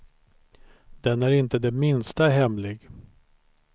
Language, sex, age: Swedish, male, 43